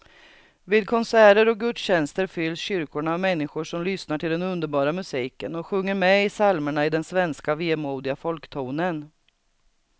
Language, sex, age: Swedish, female, 39